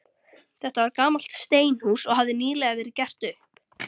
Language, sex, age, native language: Icelandic, female, 13, Icelandic